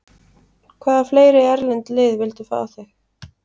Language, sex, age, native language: Icelandic, female, 30-39, Icelandic